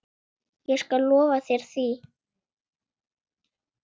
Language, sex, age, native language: Icelandic, female, 8, Icelandic